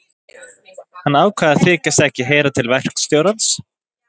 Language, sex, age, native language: Icelandic, male, 20-29, Icelandic